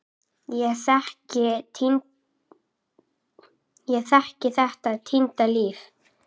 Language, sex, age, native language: Icelandic, female, 8, Icelandic